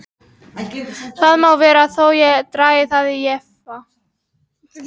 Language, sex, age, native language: Icelandic, male, 40-49, Polish